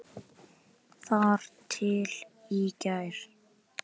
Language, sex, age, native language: Icelandic, male, 10, Icelandic